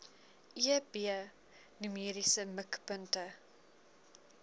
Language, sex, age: Afrikaans, female, 20